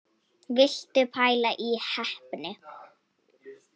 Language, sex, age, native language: Icelandic, female, 18-19, Polish